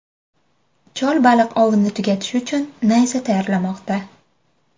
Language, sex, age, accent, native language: Uzbek, female, 25-34, Farg'ona, Uzbek